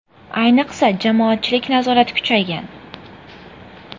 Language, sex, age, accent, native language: Uzbek, female, 12-17, Farg'ona, Uzbek